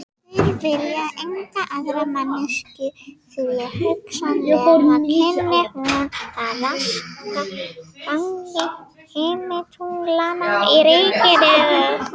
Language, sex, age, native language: Icelandic, female, 18-19, Icelandic